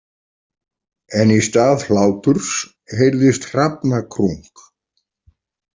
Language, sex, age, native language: Icelandic, male, 40-49, Icelandic